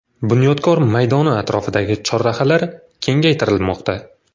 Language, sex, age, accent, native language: Uzbek, male, 25-34, Farg'ona, Uzbek